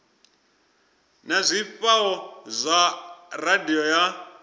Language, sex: Venda, male